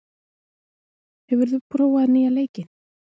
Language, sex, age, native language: Icelandic, female, 20-29, Icelandic